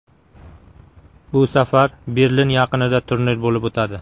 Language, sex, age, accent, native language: Uzbek, male, 25-34, Qashqadaryo, Uzbek